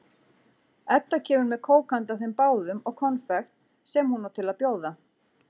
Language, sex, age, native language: Icelandic, female, 40-49, Icelandic